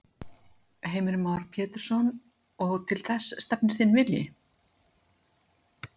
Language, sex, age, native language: Icelandic, female, 50-59, Icelandic